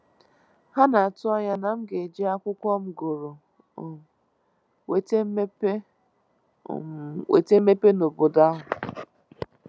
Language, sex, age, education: Igbo, female, 15-29, tertiary